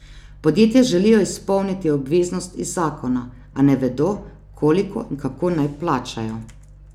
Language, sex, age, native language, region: Slovenian, female, 30-49, Slovenian, Savinja region